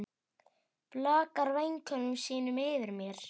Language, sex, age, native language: Icelandic, female, 8, Icelandic